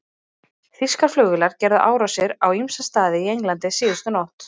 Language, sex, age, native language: Icelandic, female, 30-39, Icelandic